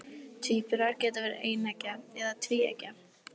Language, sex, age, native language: Icelandic, female, 18-19, Icelandic